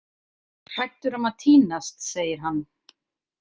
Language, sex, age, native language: Icelandic, female, 50-59, Icelandic